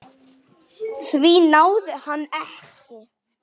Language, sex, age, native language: Icelandic, male, 10, Icelandic